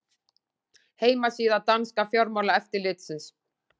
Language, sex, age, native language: Icelandic, female, 40-49, Icelandic